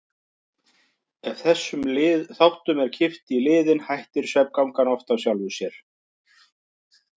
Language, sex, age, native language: Icelandic, male, 50-59, Icelandic